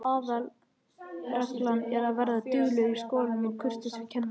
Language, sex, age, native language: Icelandic, male, 20-29, Icelandic